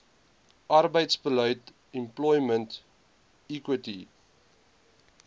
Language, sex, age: Afrikaans, male, 20